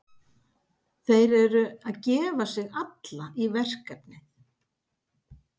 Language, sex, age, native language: Icelandic, female, 50-59, Icelandic